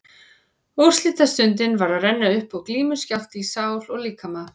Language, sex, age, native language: Icelandic, female, 40-49, Icelandic